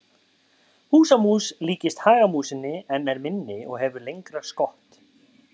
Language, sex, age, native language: Icelandic, male, 30-39, Icelandic